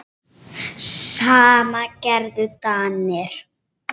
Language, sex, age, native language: Icelandic, female, 7, Icelandic